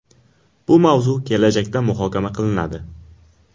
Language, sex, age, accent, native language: Uzbek, male, 18-24, Qashqadaryo, Uzbek